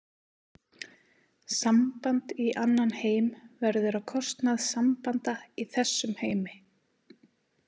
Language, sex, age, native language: Icelandic, female, 30-39, Icelandic